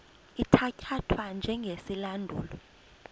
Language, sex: Xhosa, female